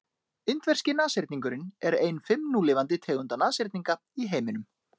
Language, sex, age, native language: Icelandic, male, 30-39, Icelandic